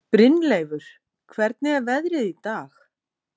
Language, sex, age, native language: Icelandic, female, 40-49, Icelandic